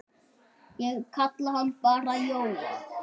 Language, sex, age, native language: Icelandic, male, 8, Icelandic